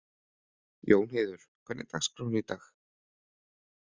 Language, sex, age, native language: Icelandic, male, 30-39, Icelandic